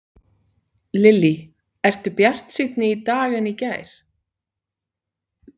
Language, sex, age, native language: Icelandic, female, 40-49, Icelandic